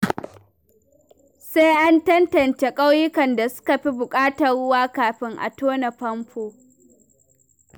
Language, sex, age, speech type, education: Hausa, female, 15-29, read, primary